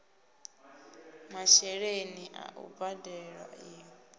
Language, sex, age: Venda, female, 19